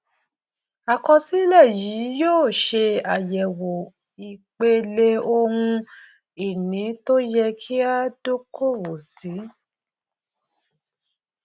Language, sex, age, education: Yoruba, female, 30-45, tertiary